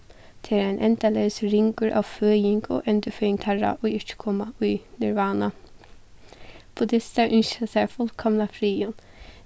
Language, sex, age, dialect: Faroese, female, 15-35, Suðuroy